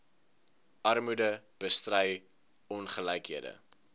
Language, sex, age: Afrikaans, male, 19